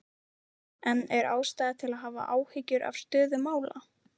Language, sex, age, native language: Icelandic, female, 18-19, Icelandic